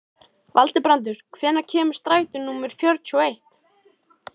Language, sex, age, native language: Icelandic, female, 13, Icelandic